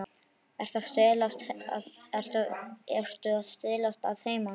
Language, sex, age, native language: Icelandic, male, 9, Icelandic